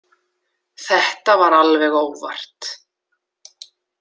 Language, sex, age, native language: Icelandic, female, 40-49, Icelandic